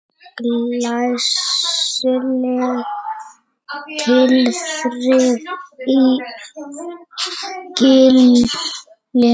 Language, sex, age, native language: Icelandic, male, 30-39, Icelandic